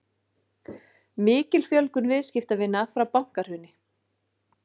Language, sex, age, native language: Icelandic, female, 40-49, Icelandic